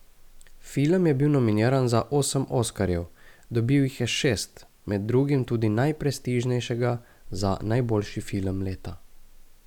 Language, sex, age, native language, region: Slovenian, male, 18-29, Slovenian, Gorica region